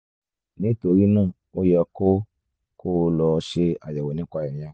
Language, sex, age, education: Yoruba, male, 15-29, tertiary